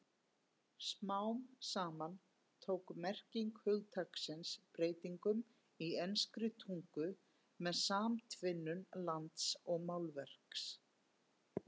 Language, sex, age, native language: Icelandic, female, 50-59, Icelandic